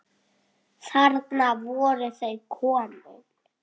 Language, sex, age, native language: Icelandic, female, 10, Icelandic